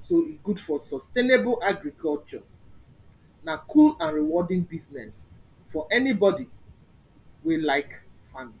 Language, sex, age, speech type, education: Nigerian Pidgin, female, 46-60, spontaneous, secondary